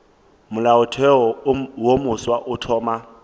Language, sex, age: Northern Sotho, male, 18